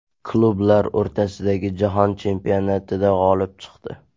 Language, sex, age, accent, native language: Uzbek, male, 12-17, Toshkent shahri, Uzbek